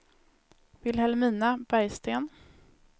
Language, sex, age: Swedish, female, 19